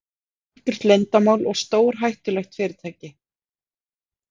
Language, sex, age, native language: Icelandic, female, 40-49, Icelandic